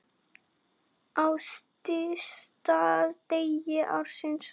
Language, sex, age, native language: Icelandic, female, 9, Icelandic